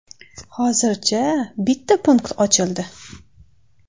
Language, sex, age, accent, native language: Uzbek, female, 18-24, Toshkent shahri, Uzbek